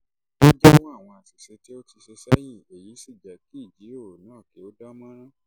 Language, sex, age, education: Yoruba, male, 30-45, tertiary